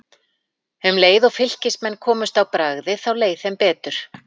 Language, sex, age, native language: Icelandic, female, 40-49, Icelandic